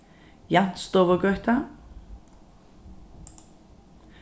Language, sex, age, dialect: Faroese, female, 36-60, Norðurstreymoy/Eysturoy